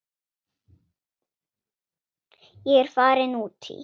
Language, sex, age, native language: Icelandic, female, 7, Swedish